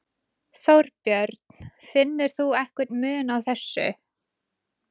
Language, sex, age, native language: Icelandic, female, 20-29, Icelandic